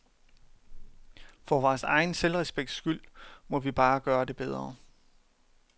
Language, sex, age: Danish, male, 31